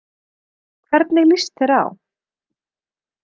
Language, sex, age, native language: Icelandic, female, 30-39, Icelandic